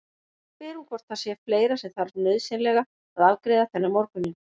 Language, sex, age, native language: Icelandic, female, 50-59, Icelandic